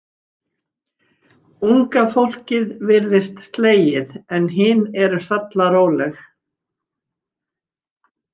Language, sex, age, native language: Icelandic, female, 60-69, Icelandic